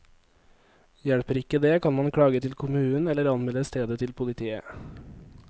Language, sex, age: Norwegian, male, 23